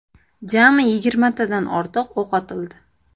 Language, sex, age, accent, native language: Uzbek, female, 25-34, Andijon, Uzbek